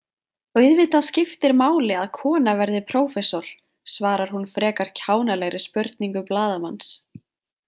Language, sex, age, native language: Icelandic, female, 20-29, Icelandic